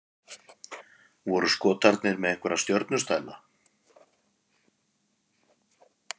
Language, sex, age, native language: Icelandic, male, 50-59, Icelandic